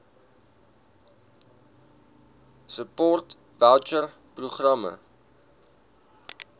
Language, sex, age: Afrikaans, male, 19